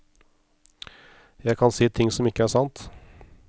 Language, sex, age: Norwegian, male, 34